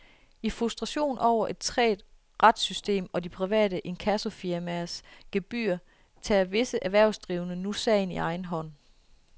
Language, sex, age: Danish, female, 33